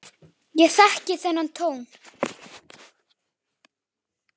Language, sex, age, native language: Icelandic, male, 10, Icelandic